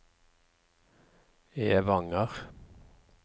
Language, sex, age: Norwegian, male, 54